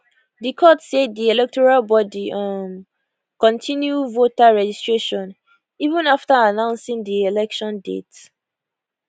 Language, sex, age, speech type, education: Nigerian Pidgin, female, 15-29, spontaneous, tertiary